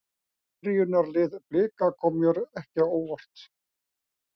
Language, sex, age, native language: Icelandic, male, 60-69, Icelandic